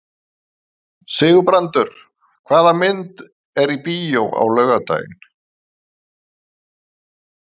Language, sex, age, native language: Icelandic, male, 50-59, Icelandic